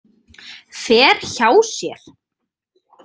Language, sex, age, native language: Icelandic, female, 30-39, Icelandic